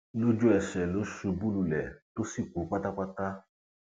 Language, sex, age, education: Yoruba, male, 30-45, tertiary